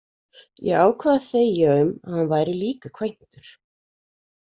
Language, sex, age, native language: Icelandic, female, 40-49, Icelandic